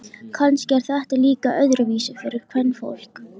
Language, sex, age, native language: Icelandic, female, 13, Icelandic